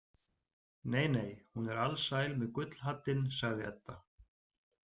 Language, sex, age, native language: Icelandic, male, 40-49, Icelandic